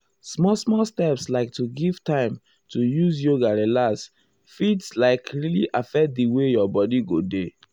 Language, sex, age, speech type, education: Nigerian Pidgin, male, 15-29, spontaneous, tertiary